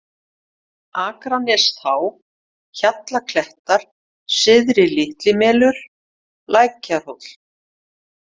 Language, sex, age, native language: Icelandic, female, 50-59, Icelandic